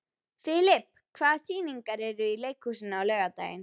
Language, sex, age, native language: Icelandic, female, 11, Icelandic